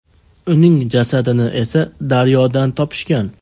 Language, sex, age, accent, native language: Uzbek, male, 18-24, Farg'ona, Uzbek